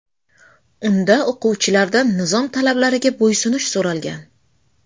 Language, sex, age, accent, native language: Uzbek, female, 25-34, Samarqand, Uzbek